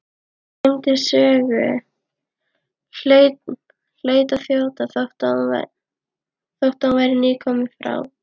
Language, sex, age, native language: Icelandic, female, 12, Icelandic